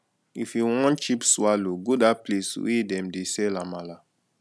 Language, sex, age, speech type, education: Nigerian Pidgin, male, 15-29, spontaneous, tertiary